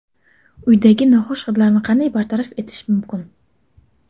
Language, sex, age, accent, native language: Uzbek, female, 12-17, Toshkent shahri, Uzbek